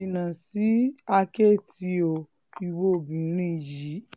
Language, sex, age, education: Yoruba, female, 15-29, tertiary